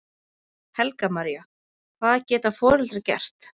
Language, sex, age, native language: Icelandic, female, 20-29, Icelandic